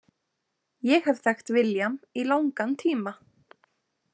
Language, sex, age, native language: Icelandic, female, 20-29, Icelandic